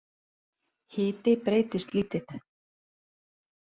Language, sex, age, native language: Icelandic, female, 30-39, Icelandic